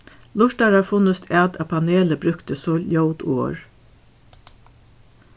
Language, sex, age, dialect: Faroese, female, 61+, Suðurstreymoy